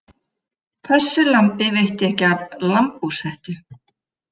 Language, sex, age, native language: Icelandic, female, 50-59, Icelandic